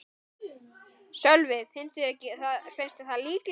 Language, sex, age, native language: Icelandic, male, 10, Icelandic